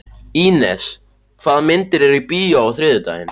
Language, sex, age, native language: Icelandic, male, 14, Icelandic